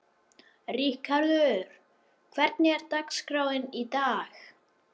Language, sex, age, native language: Icelandic, male, 11, Icelandic